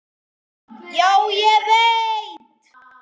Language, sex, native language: Icelandic, male, Icelandic